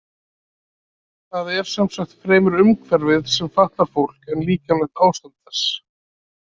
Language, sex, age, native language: Icelandic, male, 30-39, Icelandic